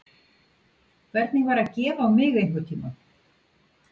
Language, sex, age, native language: Icelandic, female, 50-59, Icelandic